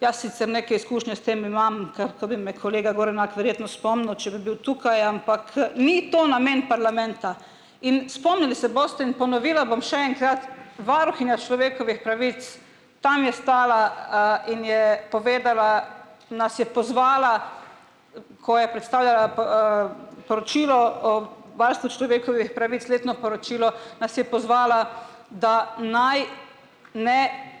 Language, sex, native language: Slovenian, female, Slovenian